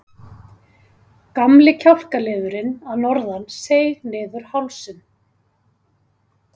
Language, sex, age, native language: Icelandic, female, 30-39, Icelandic